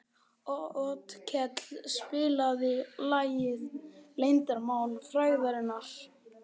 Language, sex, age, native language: Icelandic, male, 11, Icelandic